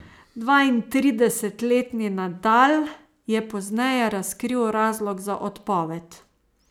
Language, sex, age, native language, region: Slovenian, female, 30-49, Slovenian, Savinja region